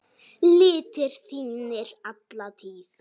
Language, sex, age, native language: Icelandic, female, 9, Icelandic